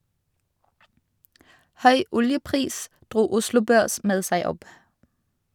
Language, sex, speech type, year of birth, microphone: Norwegian, female, read, 1985, Shure